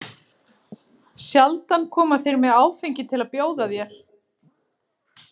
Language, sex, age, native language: Icelandic, female, 40-49, Icelandic